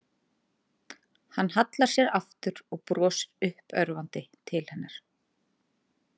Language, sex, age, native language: Icelandic, female, 30-39, Icelandic